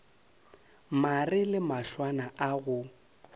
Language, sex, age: Northern Sotho, male, 30